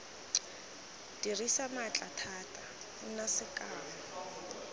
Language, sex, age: Tswana, female, 19